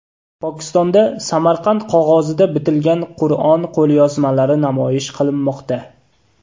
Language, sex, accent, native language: Uzbek, male, Toshkent viloyati, Uzbek